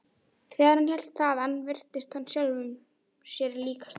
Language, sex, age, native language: Icelandic, female, 11, Icelandic